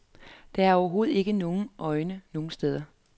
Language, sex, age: Danish, female, 33